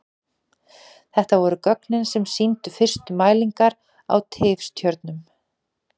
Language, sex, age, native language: Icelandic, female, 40-49, Icelandic